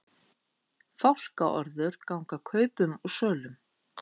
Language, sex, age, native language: Icelandic, female, 50-59, Icelandic